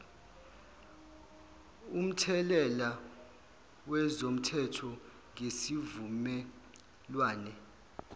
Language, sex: Zulu, male